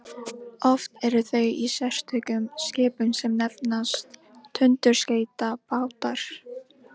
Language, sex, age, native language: Icelandic, female, 18-19, Icelandic